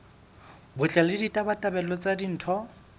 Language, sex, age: Southern Sotho, male, 22